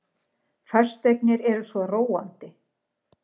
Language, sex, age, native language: Icelandic, female, 60-69, Icelandic